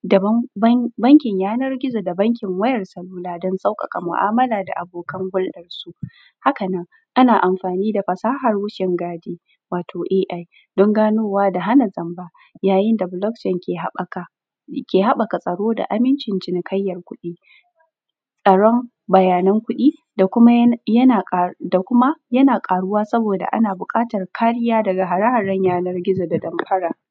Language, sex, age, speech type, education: Hausa, female, 15-29, spontaneous, tertiary